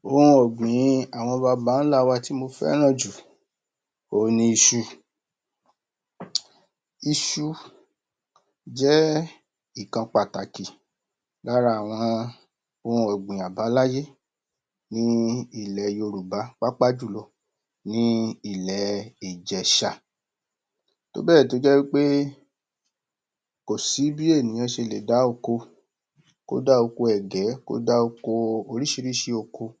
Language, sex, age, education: Yoruba, male, 46-60, tertiary